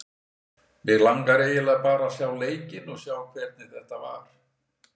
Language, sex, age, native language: Icelandic, male, 60-69, Icelandic